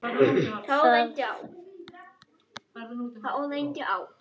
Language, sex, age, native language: Icelandic, other, 9, Icelandic